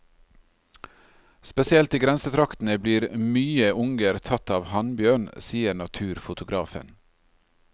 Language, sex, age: Norwegian, male, 40